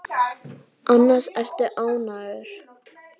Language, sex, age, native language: Icelandic, female, 10, Icelandic